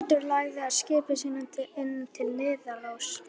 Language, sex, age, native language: Icelandic, female, 11, Icelandic